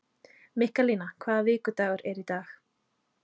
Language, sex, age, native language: Icelandic, female, 30-39, Icelandic